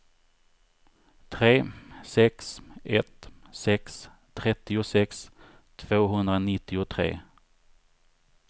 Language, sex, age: Swedish, male, 39